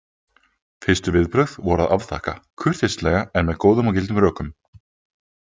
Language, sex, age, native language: Icelandic, male, 20-29, Icelandic